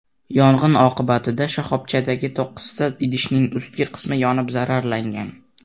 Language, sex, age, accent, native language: Uzbek, male, under 19, Toshkent viloyati, Uzbek